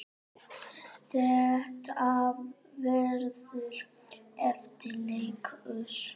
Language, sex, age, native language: Icelandic, female, 9, Icelandic